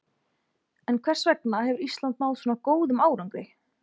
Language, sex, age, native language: Icelandic, female, 20-29, Icelandic